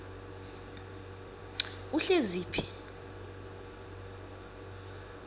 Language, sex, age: South Ndebele, female, 23